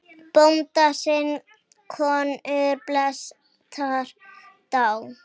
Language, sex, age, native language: Icelandic, female, 10, Icelandic